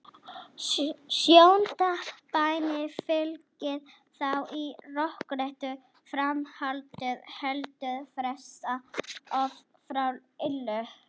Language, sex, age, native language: Icelandic, female, 40-49, Icelandic